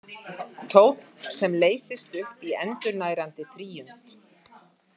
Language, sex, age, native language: Icelandic, female, 50-59, Icelandic